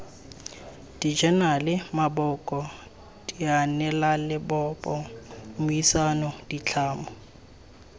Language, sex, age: Tswana, male, 18